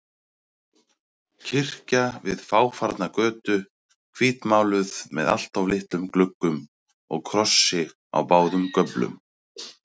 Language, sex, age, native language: Icelandic, male, 30-39, Icelandic